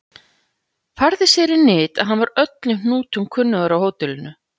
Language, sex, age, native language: Icelandic, female, 40-49, Icelandic